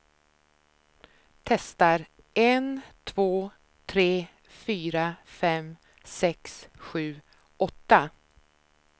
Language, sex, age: Swedish, female, 53